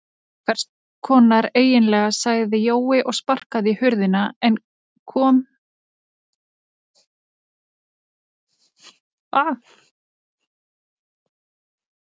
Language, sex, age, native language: Icelandic, female, 30-39, Icelandic